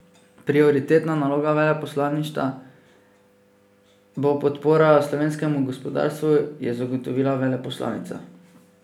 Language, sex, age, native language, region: Slovenian, male, 18-29, Slovenian, Drava region